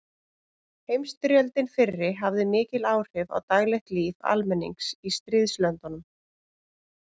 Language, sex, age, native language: Icelandic, female, 30-39, Icelandic